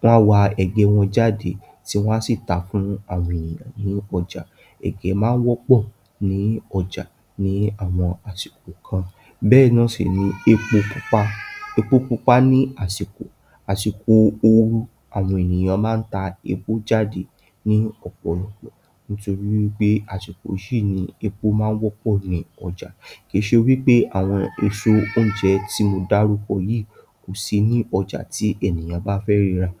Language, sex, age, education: Yoruba, male, 46-60, tertiary